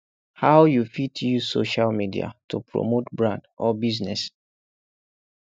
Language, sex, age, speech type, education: Nigerian Pidgin, male, 15-29, spontaneous, tertiary